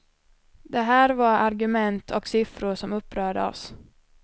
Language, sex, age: Swedish, female, 26